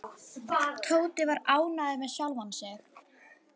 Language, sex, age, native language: Icelandic, female, 11, Icelandic